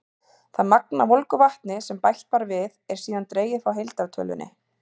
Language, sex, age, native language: Icelandic, female, 30-39, Icelandic